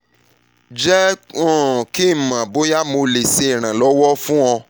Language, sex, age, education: Yoruba, male, 30-45, tertiary